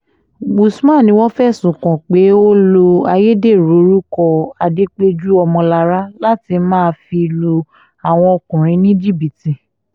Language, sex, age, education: Yoruba, female, 15-29, tertiary